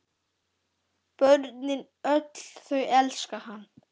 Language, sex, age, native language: Icelandic, male, 10, Icelandic